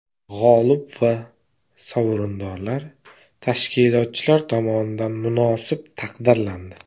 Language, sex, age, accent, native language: Uzbek, male, 18-24, Namangan, Uzbek